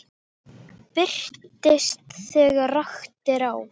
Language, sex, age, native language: Icelandic, female, 10, Icelandic